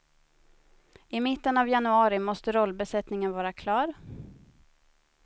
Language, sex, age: Swedish, female, 30